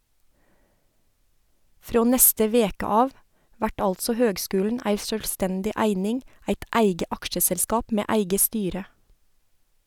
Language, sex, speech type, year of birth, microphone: Norwegian, female, read, 1970, Sennheiser